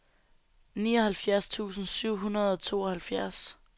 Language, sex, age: Danish, female, 19